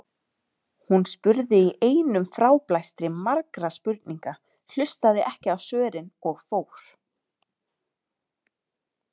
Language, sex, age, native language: Icelandic, female, 30-39, Icelandic